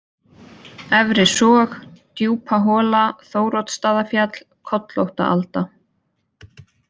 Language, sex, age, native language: Icelandic, female, 20-29, Icelandic